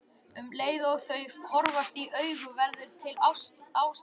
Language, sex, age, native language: Icelandic, male, 11, Icelandic